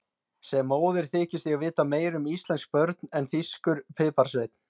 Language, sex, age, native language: Icelandic, male, 20-29, Icelandic